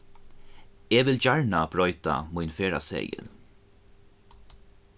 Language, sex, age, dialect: Faroese, male, 15-35, Norðuroyggjar